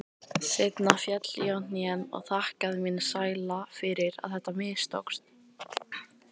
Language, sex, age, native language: Icelandic, female, 18-19, Icelandic